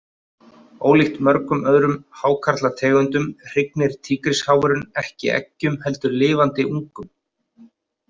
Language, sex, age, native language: Icelandic, male, 30-39, Icelandic